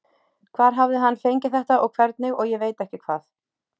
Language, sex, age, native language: Icelandic, female, 30-39, Icelandic